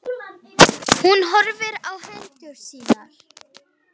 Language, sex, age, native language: Icelandic, female, 8, Icelandic